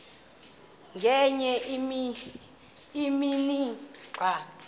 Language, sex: Xhosa, female